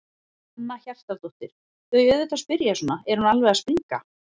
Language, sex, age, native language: Icelandic, female, 40-49, Icelandic